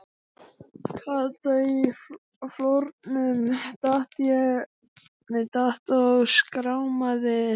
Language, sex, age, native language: Icelandic, male, 12, Icelandic